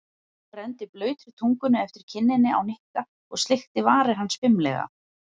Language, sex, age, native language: Icelandic, female, 40-49, Icelandic